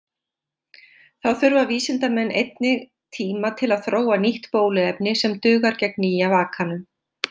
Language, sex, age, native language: Icelandic, female, 50-59, Icelandic